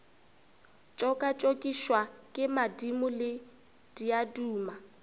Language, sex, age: Northern Sotho, female, 24